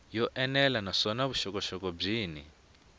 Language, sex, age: Tsonga, male, 20